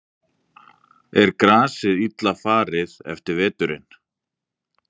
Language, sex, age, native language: Icelandic, male, 20-29, Icelandic